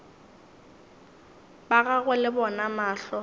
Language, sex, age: Northern Sotho, female, 19